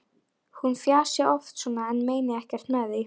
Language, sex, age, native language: Icelandic, female, 11, Icelandic